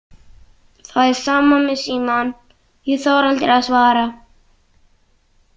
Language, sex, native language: Icelandic, other, Icelandic